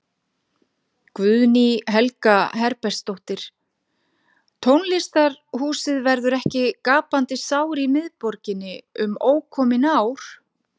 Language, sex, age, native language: Icelandic, female, 50-59, Icelandic